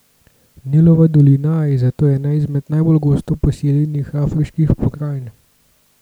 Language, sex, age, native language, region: Slovenian, male, 18-29, Slovenian, Gorenjska region